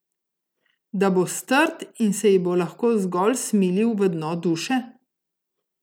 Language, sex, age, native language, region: Slovenian, female, 30-49, Slovenian, Gorica region